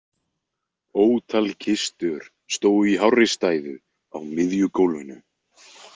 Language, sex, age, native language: Icelandic, male, 20-29, Icelandic